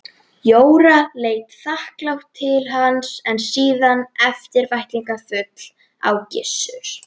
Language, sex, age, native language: Icelandic, female, 11, Icelandic